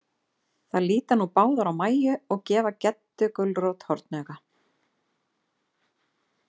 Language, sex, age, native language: Icelandic, female, 50-59, Icelandic